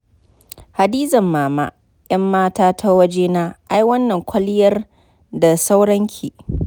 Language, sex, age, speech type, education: Hausa, female, 30-45, spontaneous, tertiary